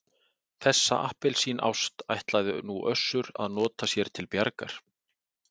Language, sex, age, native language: Icelandic, male, 40-49, Icelandic